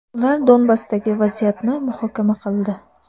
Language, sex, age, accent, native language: Uzbek, female, 19-29, Andijon, Uzbek